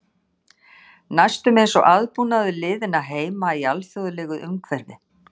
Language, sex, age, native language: Icelandic, female, 60-69, Icelandic